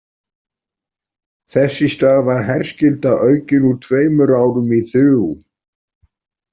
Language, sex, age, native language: Icelandic, male, 40-49, Icelandic